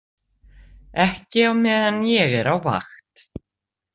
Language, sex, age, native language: Icelandic, female, 60-69, Icelandic